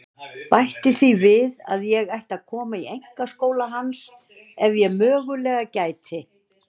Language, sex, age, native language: Icelandic, female, 60-69, Icelandic